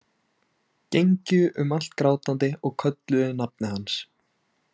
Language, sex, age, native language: Icelandic, male, 20-29, Icelandic